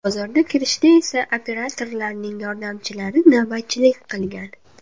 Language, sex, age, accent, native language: Uzbek, female, under 19, Andijon, Uzbek